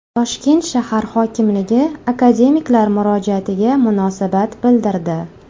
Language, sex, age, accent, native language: Uzbek, female, 25-34, Toshkent shahri, Uzbek